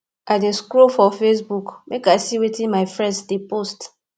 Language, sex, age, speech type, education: Nigerian Pidgin, female, 15-29, spontaneous, tertiary